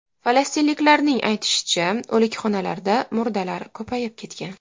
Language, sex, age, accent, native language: Uzbek, female, 19-29, Farg'ona, Uzbek